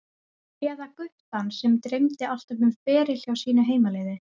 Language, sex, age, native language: Icelandic, female, 40-49, Icelandic